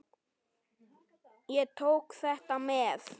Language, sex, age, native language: Icelandic, male, 9, Icelandic